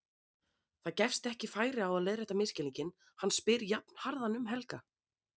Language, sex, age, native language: Icelandic, female, 30-39, Icelandic